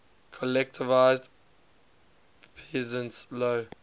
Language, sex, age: English, male, 20